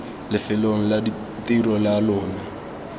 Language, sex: Tswana, male